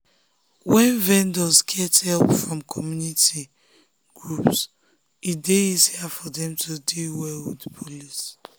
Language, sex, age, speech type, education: Nigerian Pidgin, female, 15-29, spontaneous, tertiary